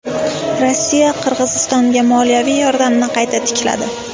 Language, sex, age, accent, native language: Uzbek, female, 18-24, Sirdaryo, Uzbek